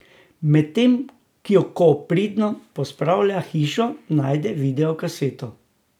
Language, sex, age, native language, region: Slovenian, male, 60+, Slovenian, Drava region